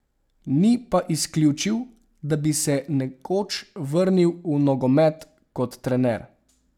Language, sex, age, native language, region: Slovenian, male, 18-29, Slovenian, Savinja region